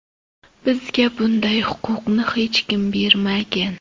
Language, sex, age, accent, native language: Uzbek, female, 25-34, Toshkent shahri, Uzbek